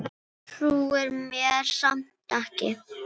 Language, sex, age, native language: Icelandic, female, 8, Filipino